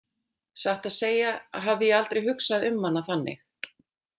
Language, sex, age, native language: Icelandic, female, 40-49, Icelandic